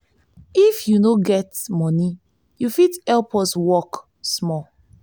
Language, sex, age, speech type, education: Nigerian Pidgin, female, 15-29, spontaneous, tertiary